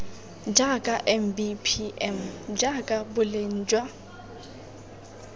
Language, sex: Tswana, female